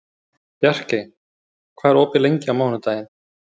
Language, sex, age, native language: Icelandic, male, 30-39, Icelandic